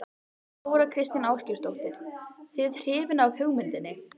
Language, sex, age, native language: Icelandic, female, 13, Icelandic